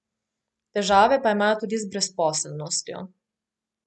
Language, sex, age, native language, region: Slovenian, female, 18-29, Slovenian, Coastal Karst region